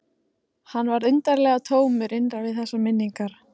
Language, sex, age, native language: Icelandic, female, 14, Icelandic